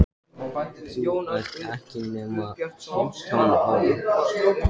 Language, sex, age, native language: Icelandic, male, 14, Icelandic